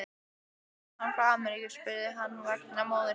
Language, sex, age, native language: Icelandic, female, 15, Icelandic